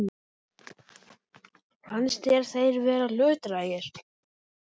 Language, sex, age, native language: Icelandic, male, 11, Icelandic